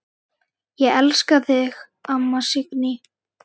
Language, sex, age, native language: Icelandic, female, 9, Icelandic